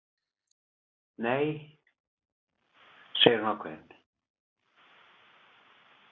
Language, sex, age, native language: Icelandic, male, 30-39, Icelandic